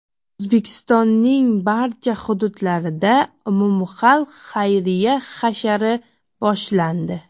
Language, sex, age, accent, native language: Uzbek, female, 18-24, Jizzax, Uzbek